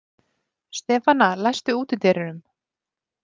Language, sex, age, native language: Icelandic, female, 30-39, Icelandic